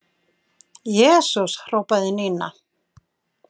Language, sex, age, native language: Icelandic, female, 50-59, Icelandic